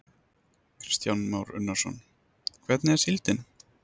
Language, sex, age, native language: Icelandic, male, 30-39, Icelandic